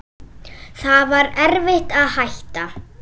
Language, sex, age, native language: Icelandic, female, 9, Icelandic